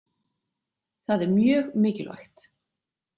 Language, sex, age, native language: Icelandic, female, 40-49, Icelandic